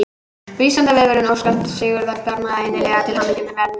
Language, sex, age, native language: Icelandic, female, 18-19, Icelandic